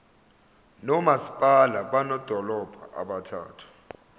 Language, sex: Zulu, male